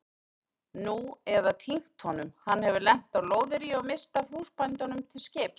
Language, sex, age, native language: Icelandic, female, 30-39, Icelandic